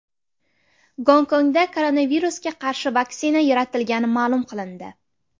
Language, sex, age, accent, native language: Uzbek, female, 18-24, Navoiy, Uzbek